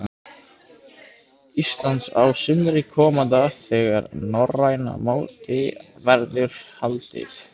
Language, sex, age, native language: Icelandic, male, 15, Icelandic